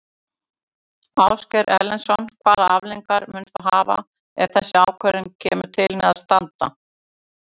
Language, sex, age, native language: Icelandic, female, 60-69, Icelandic